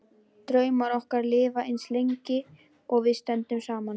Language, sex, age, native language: Icelandic, female, 11, Icelandic